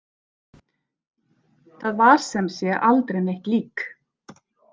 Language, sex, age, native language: Icelandic, female, 40-49, Icelandic